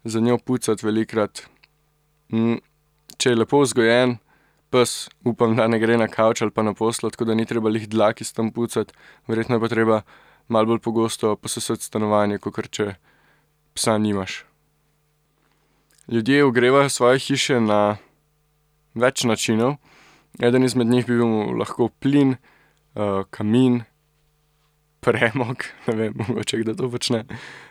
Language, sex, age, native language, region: Slovenian, male, 18-29, Slovenian, Central Slovenia